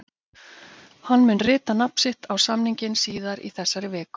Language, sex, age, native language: Icelandic, female, 50-59, Icelandic